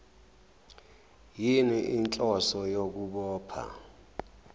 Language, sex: Zulu, male